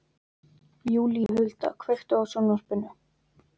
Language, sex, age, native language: Icelandic, male, 12, Icelandic